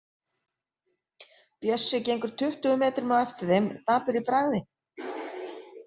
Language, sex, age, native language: Icelandic, female, 40-49, Icelandic